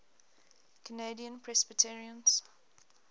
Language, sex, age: English, female, 20